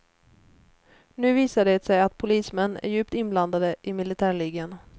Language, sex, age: Swedish, female, 29